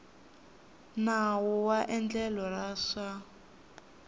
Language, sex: Tsonga, female